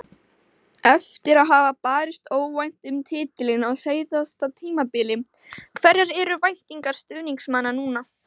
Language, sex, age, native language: Icelandic, male, 16, Icelandic